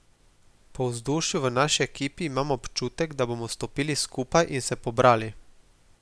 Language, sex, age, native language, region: Slovenian, male, 18-29, Slovenian, Gorica region